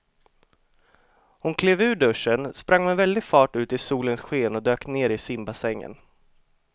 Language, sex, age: Swedish, male, 25